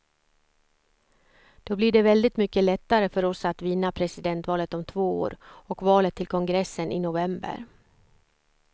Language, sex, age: Swedish, female, 54